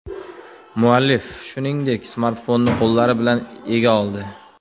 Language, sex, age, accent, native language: Uzbek, male, 19-29, Toshkent viloyati, Uzbek